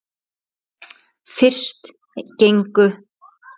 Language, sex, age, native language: Icelandic, female, 9, Icelandic